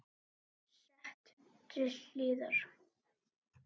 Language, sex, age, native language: Icelandic, male, 10, Icelandic